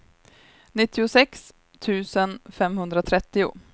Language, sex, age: Swedish, female, 23